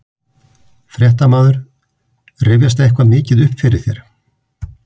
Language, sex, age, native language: Icelandic, male, 50-59, Icelandic